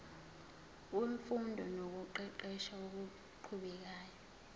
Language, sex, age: Zulu, female, 20